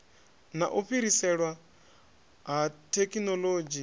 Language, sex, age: Venda, male, 26